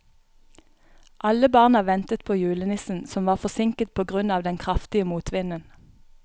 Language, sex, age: Norwegian, female, 31